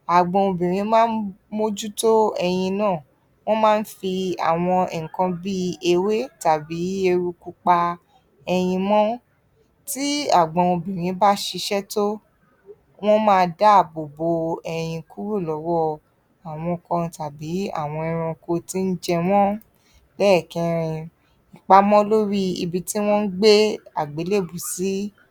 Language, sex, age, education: Yoruba, female, 30-45, tertiary